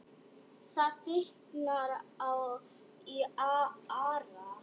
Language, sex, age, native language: Icelandic, female, 10, Icelandic